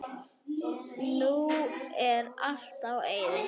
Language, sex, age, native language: Icelandic, female, 9, Icelandic